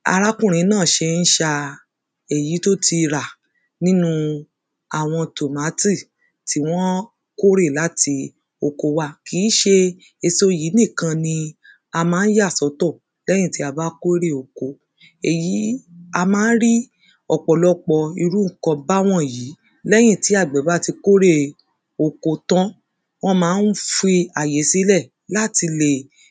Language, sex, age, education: Yoruba, female, 30-45, secondary